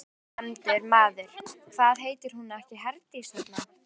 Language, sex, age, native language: Icelandic, female, 12, Icelandic